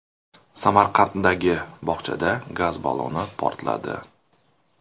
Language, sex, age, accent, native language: Uzbek, male, 19-29, Toshkent shahri, Uzbek